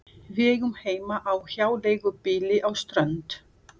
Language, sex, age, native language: Icelandic, female, 40-49, Portuguese